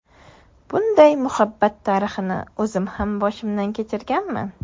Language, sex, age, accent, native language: Uzbek, female, 18-24, Surxondaryo, Uzbek